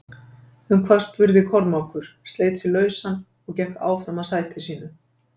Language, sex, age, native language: Icelandic, female, 50-59, Icelandic